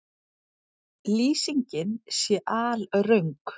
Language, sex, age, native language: Icelandic, female, 40-49, Icelandic